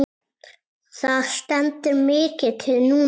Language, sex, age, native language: Icelandic, male, 7, Icelandic